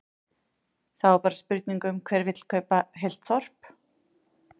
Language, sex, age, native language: Icelandic, female, 40-49, Icelandic